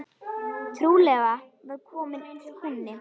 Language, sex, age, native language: Icelandic, female, 10, Icelandic